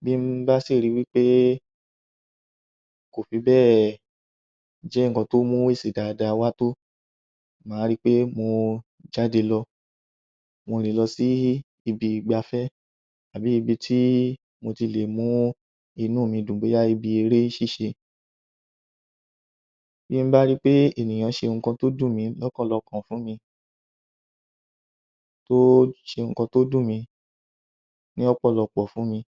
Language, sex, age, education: Yoruba, male, 30-45, tertiary